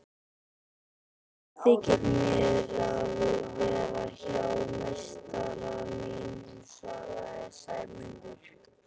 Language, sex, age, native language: Icelandic, male, 13, Icelandic